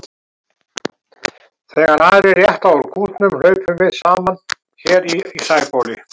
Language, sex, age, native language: Icelandic, male, 70-79, Icelandic